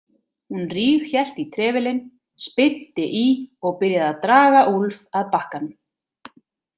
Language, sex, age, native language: Icelandic, female, 30-39, Icelandic